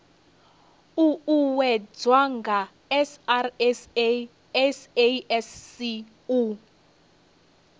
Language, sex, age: Venda, female, 30